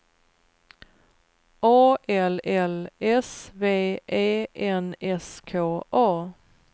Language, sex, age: Swedish, female, 39